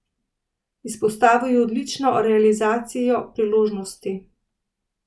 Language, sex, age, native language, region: Slovenian, female, 30-49, Slovenian, Central Slovenia